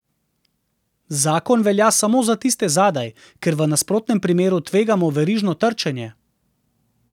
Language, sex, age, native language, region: Slovenian, male, 30-49, Slovenian, Central Slovenia